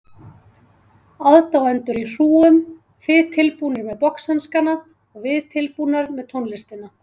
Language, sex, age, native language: Icelandic, female, 30-39, Icelandic